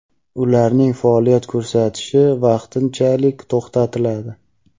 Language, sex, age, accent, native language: Uzbek, male, 18-24, Samarqand, Uzbek